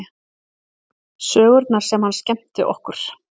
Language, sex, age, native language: Icelandic, female, 40-49, Icelandic